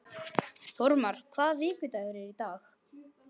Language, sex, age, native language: Icelandic, male, 12, Icelandic